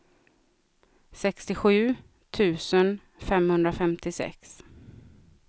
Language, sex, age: Swedish, female, 36